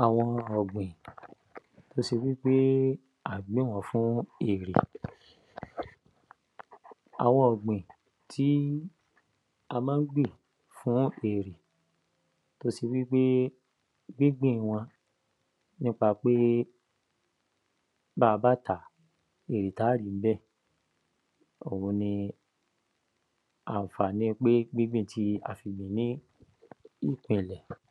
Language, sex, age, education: Yoruba, male, 15-29, tertiary